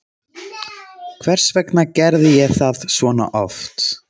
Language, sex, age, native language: Icelandic, male, 30-39, Icelandic